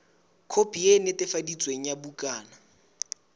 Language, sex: Southern Sotho, male